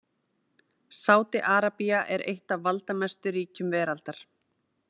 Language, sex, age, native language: Icelandic, female, 30-39, Icelandic